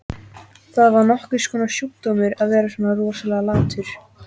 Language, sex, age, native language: Icelandic, female, 14, Icelandic